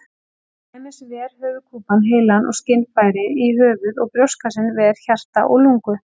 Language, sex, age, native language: Icelandic, female, 40-49, Icelandic